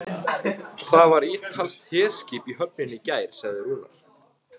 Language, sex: Icelandic, male